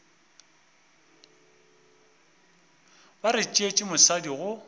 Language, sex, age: Northern Sotho, male, 24